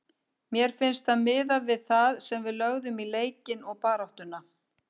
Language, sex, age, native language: Icelandic, female, 50-59, Icelandic